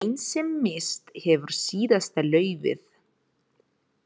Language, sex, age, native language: Icelandic, female, 30-39, Ukrainian